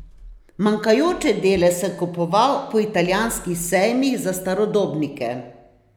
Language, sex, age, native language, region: Slovenian, female, 60+, Slovenian, Posavska region